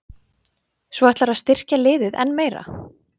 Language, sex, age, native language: Icelandic, female, 20-29, Icelandic